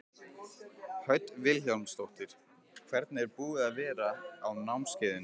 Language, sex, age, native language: Icelandic, male, 15, Icelandic